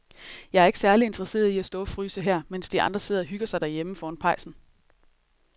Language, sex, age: Danish, female, 30